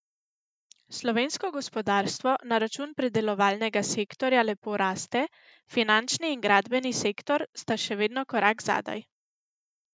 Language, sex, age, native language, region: Slovenian, female, 18-29, Slovenian, Central Slovenia